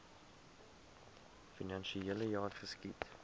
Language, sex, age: Afrikaans, male, 22